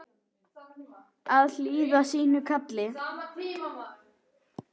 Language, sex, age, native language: Icelandic, male, 10, Icelandic